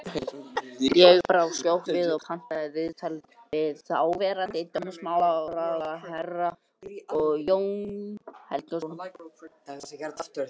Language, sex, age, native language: Icelandic, other, 60-69, Icelandic